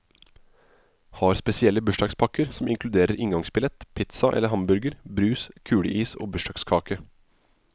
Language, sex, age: Norwegian, male, 27